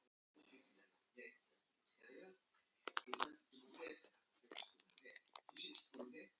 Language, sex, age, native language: Icelandic, male, 9, Icelandic